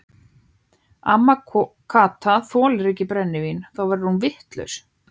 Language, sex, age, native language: Icelandic, other, 15, Icelandic